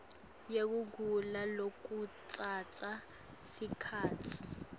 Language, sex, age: Swati, female, 18